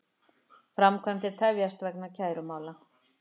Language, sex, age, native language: Icelandic, female, 50-59, Icelandic